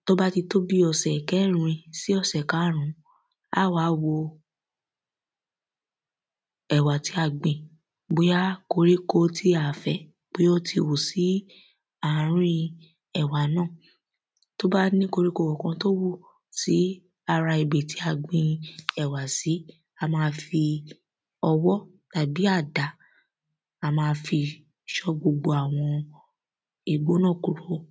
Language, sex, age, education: Yoruba, female, 15-29, secondary